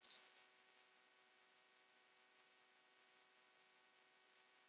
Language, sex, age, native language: Icelandic, female, 9, Icelandic